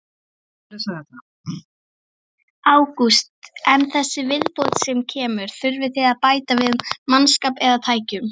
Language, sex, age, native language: Icelandic, female, 40-49, Icelandic